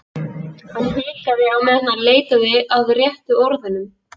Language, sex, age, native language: Icelandic, female, 11, Icelandic